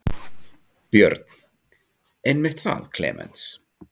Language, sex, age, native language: Icelandic, male, 40-49, Icelandic